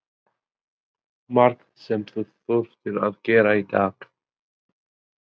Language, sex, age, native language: Icelandic, male, 20-29, Albanian